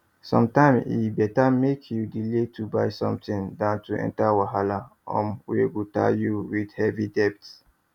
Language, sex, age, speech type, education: Nigerian Pidgin, male, 30-45, spontaneous, tertiary